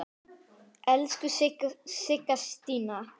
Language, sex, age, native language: Icelandic, male, 9, Icelandic